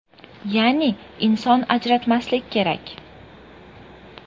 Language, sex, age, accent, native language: Uzbek, female, 12-17, Farg'ona, Uzbek